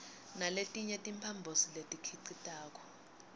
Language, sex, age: Swati, female, 21